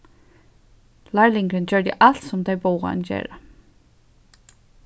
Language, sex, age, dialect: Faroese, female, 15-35, Suðurstreymoy